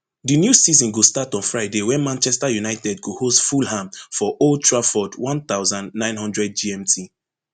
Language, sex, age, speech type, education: Nigerian Pidgin, male, 15-29, spontaneous, tertiary